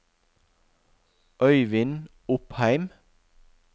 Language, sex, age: Norwegian, male, 41